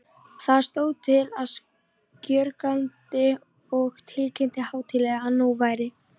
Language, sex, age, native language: Icelandic, female, 14, Icelandic